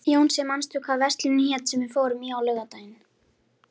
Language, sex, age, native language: Icelandic, female, 13, Icelandic